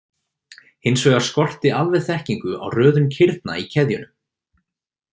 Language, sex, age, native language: Icelandic, male, 20-29, Icelandic